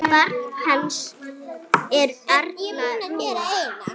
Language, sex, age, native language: Icelandic, female, 6, Icelandic